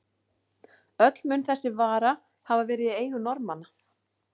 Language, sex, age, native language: Icelandic, female, 40-49, Icelandic